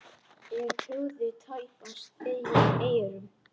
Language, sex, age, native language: Icelandic, male, 10, Icelandic